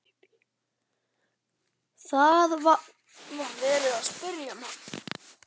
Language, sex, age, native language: Icelandic, male, 11, Icelandic